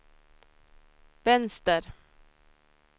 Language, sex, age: Swedish, female, 26